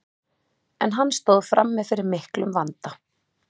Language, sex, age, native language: Icelandic, female, 30-39, Icelandic